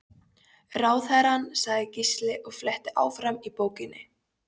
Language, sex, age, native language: Icelandic, female, 13, Polish